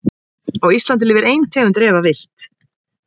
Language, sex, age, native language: Icelandic, female, 20-29, Icelandic